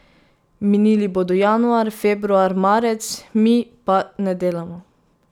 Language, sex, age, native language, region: Slovenian, female, 18-29, Slovenian, Pomurje region